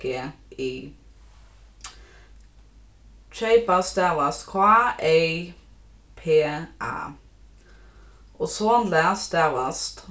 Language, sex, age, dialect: Faroese, female, 15-35, Norðurstreymoy/Eysturoy